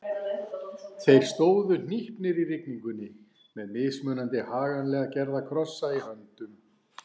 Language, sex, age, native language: Icelandic, male, 40-49, Icelandic